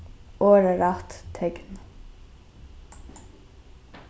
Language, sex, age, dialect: Faroese, female, 15-35, Norðurstreymoy/Eysturoy